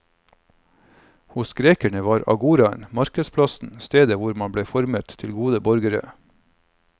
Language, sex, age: Norwegian, male, 45